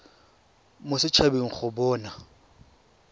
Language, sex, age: Tswana, male, 23